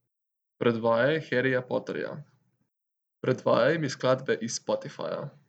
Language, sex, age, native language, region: Slovenian, male, 18-29, Slovenian, Central Slovenia